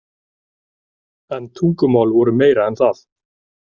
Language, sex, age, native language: Icelandic, male, 30-39, Icelandic